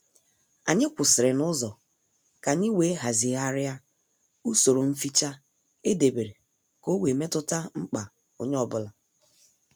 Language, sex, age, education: Igbo, female, 30-45, tertiary